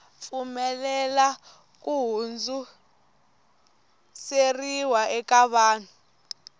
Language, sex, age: Tsonga, female, 18